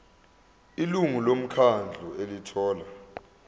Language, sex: Zulu, male